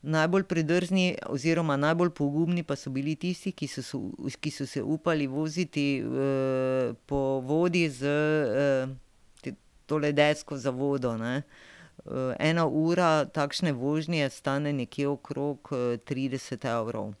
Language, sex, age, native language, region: Slovenian, female, 50-59, Slovenian, Drava region